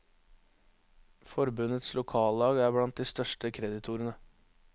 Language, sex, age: Norwegian, male, 21